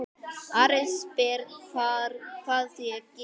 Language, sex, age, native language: Icelandic, male, 10, Icelandic